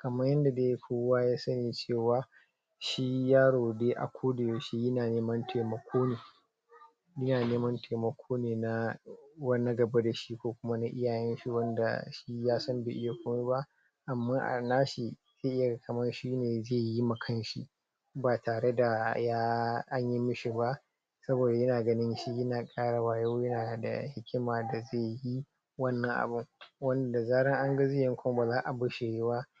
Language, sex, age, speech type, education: Hausa, male, 30-45, spontaneous, tertiary